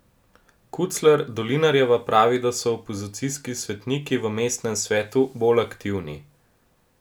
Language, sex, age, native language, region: Slovenian, male, 18-29, Slovenian, Gorenjska region